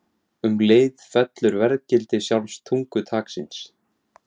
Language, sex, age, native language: Icelandic, male, 17, Icelandic